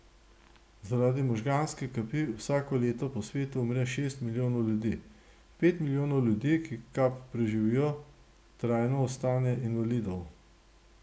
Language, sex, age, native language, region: Slovenian, male, 60+, Slovenian, Gorenjska region